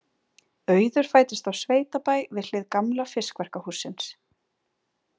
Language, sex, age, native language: Icelandic, female, 30-39, Icelandic